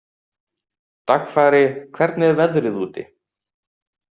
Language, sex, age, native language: Icelandic, male, 18-19, Icelandic